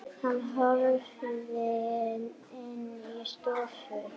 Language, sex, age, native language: Icelandic, female, 8, Icelandic